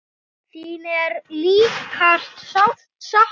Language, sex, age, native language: Icelandic, male, 6, Icelandic